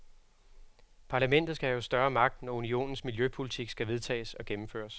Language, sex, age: Danish, male, 36